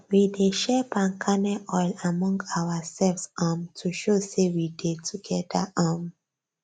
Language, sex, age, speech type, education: Nigerian Pidgin, female, 15-29, spontaneous, tertiary